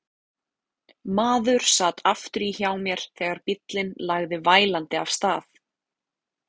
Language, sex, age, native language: Icelandic, female, 30-39, Icelandic